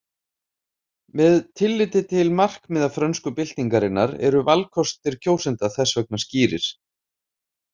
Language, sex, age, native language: Icelandic, male, 30-39, Icelandic